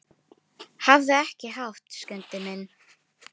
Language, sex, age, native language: Icelandic, female, 10, Filipino